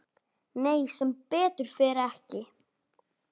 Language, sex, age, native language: Icelandic, male, 9, Icelandic